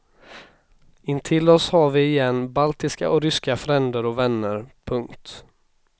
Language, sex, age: Swedish, male, 26